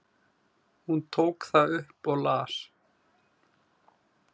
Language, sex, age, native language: Icelandic, male, 20-29, Icelandic